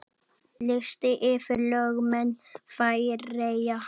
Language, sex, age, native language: Icelandic, male, 8, Icelandic